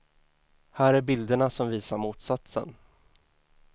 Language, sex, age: Swedish, male, 24